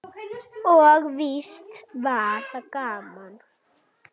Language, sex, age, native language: Icelandic, female, 9, Icelandic